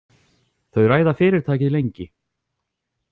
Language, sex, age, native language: Icelandic, male, 40-49, Icelandic